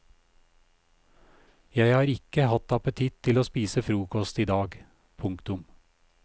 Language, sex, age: Norwegian, male, 56